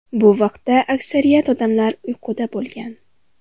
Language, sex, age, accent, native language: Uzbek, female, 18-24, Farg'ona, Uzbek